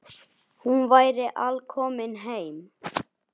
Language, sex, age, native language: Icelandic, male, 9, Icelandic